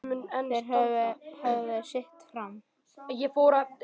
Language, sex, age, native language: Icelandic, male, 10, Icelandic